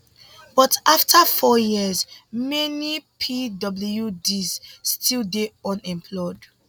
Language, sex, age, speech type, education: Nigerian Pidgin, female, 15-29, spontaneous, tertiary